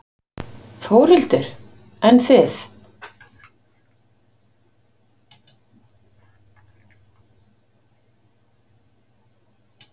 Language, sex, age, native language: Icelandic, female, 50-59, Icelandic